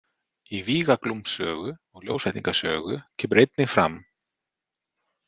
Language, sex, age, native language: Icelandic, male, 30-39, Icelandic